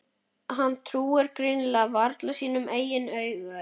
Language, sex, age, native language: Icelandic, male, 11, Icelandic